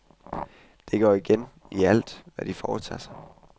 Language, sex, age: Danish, male, 21